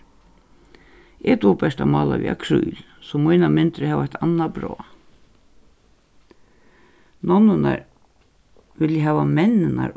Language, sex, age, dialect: Faroese, female, 61+, Suðurstreymoy